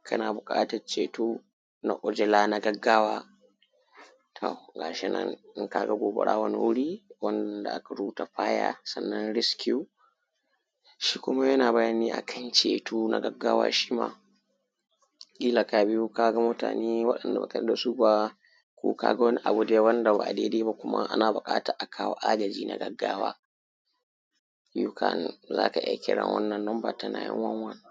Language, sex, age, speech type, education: Hausa, male, 15-29, spontaneous, primary